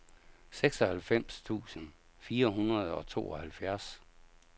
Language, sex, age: Danish, male, 57